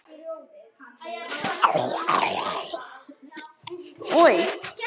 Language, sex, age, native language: Icelandic, male, 9, Icelandic